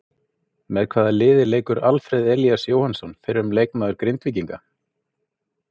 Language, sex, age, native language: Icelandic, male, 50-59, Icelandic